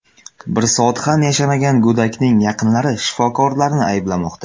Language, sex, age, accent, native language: Uzbek, male, under 19, Samarqand, Uzbek